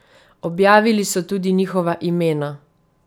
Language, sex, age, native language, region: Slovenian, female, 30-49, Slovenian, Savinja region